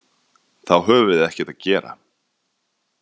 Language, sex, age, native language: Icelandic, male, 30-39, Icelandic